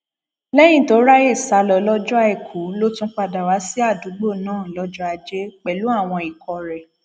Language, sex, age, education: Yoruba, female, 15-29, tertiary